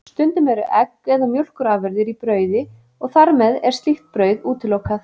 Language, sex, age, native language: Icelandic, female, 30-39, Icelandic